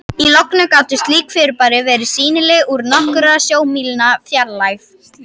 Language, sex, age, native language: Icelandic, female, 50-59, Icelandic